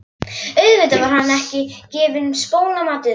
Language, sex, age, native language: Icelandic, female, 11, Icelandic